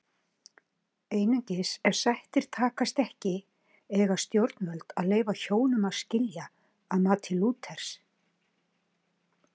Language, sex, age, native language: Icelandic, female, 60-69, Icelandic